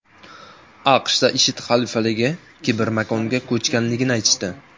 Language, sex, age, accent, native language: Uzbek, male, 18-24, Samarqand, Uzbek